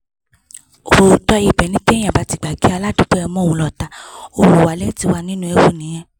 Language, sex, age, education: Yoruba, female, 15-29, tertiary